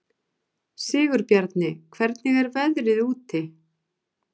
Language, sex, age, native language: Icelandic, female, 40-49, Icelandic